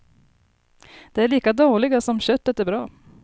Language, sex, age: Swedish, female, 30